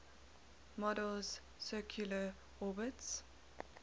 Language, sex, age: English, female, 19